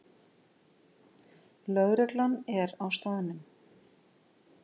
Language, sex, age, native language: Icelandic, female, 50-59, Icelandic